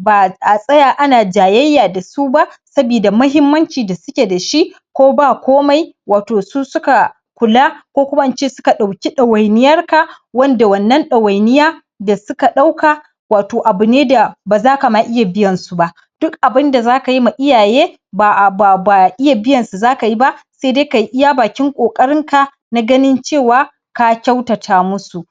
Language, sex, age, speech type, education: Hausa, male, 15-29, spontaneous, primary